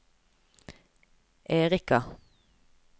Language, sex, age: Norwegian, female, 29